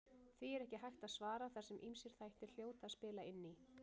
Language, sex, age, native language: Icelandic, female, 30-39, Icelandic